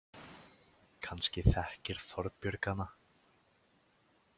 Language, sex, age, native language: Icelandic, male, 18-19, Icelandic